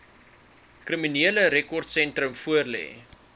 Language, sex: Afrikaans, male